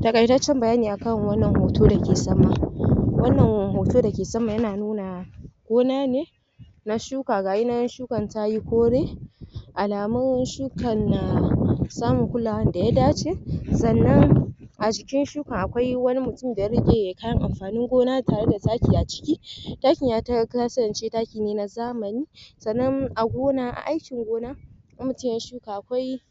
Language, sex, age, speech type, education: Hausa, female, 46-60, spontaneous, tertiary